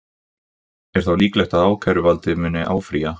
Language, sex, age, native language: Icelandic, male, 20-29, Icelandic